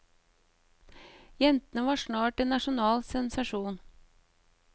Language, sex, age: Norwegian, female, 38